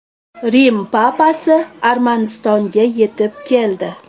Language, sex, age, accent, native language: Uzbek, female, 25-34, Toshkent shahri, Uzbek